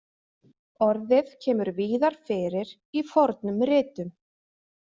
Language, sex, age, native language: Icelandic, female, 20-29, Icelandic